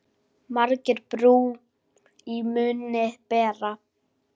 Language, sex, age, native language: Icelandic, female, 10, Icelandic